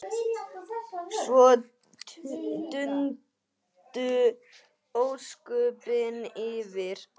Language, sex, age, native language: Icelandic, female, 8, Icelandic